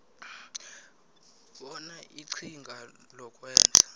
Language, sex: South Ndebele, male